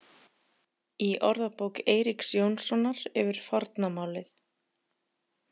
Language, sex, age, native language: Icelandic, female, 40-49, Icelandic